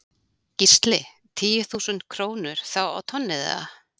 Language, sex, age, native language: Icelandic, female, 40-49, Icelandic